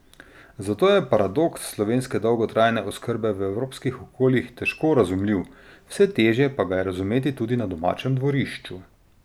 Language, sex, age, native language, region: Slovenian, male, 30-49, Slovenian, Drava region